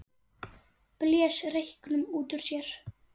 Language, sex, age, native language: Icelandic, female, 8, Icelandic